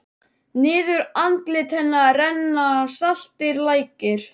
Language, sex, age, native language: Icelandic, male, 11, Icelandic